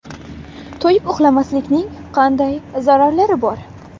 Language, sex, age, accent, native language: Uzbek, female, 18-24, Buxoro, Uzbek